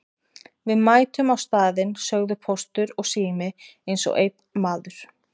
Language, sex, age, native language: Icelandic, female, 20-29, Icelandic